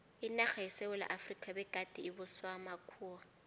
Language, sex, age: South Ndebele, female, 19